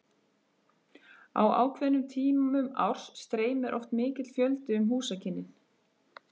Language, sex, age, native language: Icelandic, female, 30-39, Icelandic